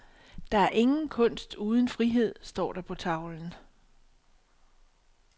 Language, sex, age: Danish, female, 62